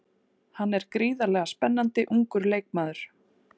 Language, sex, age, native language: Icelandic, female, 40-49, Icelandic